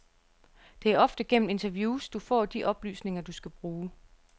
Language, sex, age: Danish, female, 34